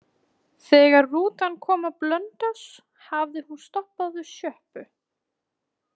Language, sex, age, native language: Icelandic, female, 20-29, Icelandic